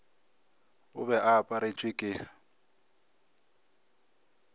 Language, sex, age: Northern Sotho, male, 24